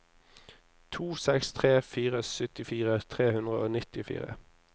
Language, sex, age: Norwegian, male, 26